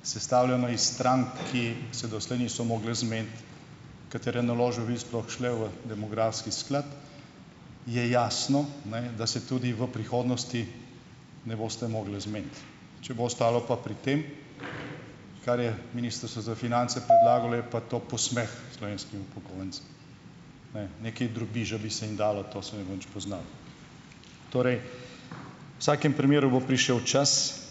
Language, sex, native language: Slovenian, male, Slovenian